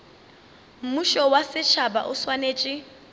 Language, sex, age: Northern Sotho, female, 24